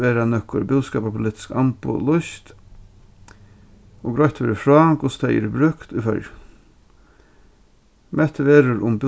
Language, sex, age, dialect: Faroese, male, 36-60, Norðurstreymoy/Eysturoy